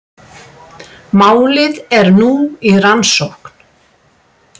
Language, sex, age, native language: Icelandic, female, 60-69, Icelandic